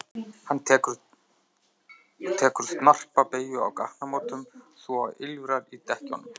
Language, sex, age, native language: Icelandic, male, 30-39, Icelandic